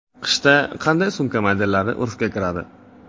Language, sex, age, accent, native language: Uzbek, male, 18-24, Navoiy, Uzbek